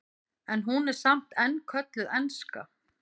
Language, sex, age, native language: Icelandic, female, 50-59, Icelandic